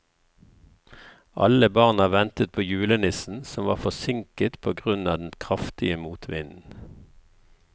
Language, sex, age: Norwegian, male, 54